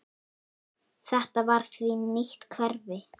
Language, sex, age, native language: Icelandic, female, 8, Icelandic